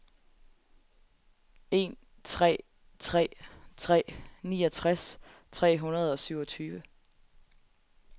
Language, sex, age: Danish, female, 20